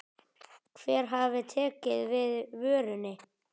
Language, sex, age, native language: Icelandic, male, 10, Icelandic